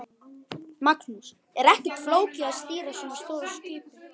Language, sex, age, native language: Icelandic, male, 11, Icelandic